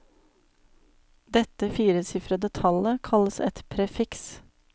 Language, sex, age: Norwegian, female, 35